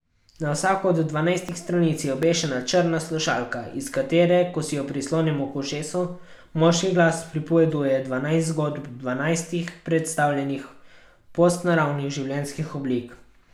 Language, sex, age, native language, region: Slovenian, male, 12-17, Slovenian, Carinthia region